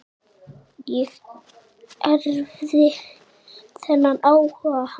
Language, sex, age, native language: Icelandic, male, 8, Icelandic